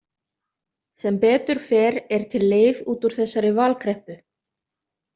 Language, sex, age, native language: Icelandic, other, 30-39, Icelandic